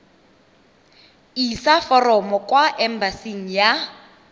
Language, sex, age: Tswana, female, 23